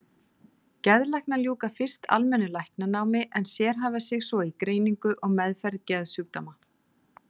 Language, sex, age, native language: Icelandic, female, 40-49, Icelandic